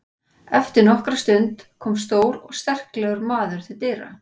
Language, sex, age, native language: Icelandic, female, 40-49, Icelandic